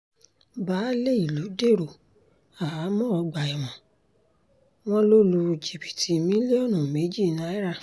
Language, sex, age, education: Yoruba, female, 30-45, tertiary